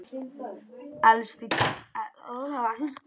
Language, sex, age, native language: Icelandic, male, 9, Icelandic